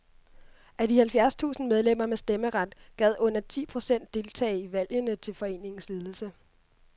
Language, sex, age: Danish, female, 26